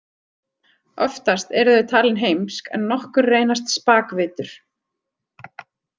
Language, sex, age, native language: Icelandic, female, 30-39, Icelandic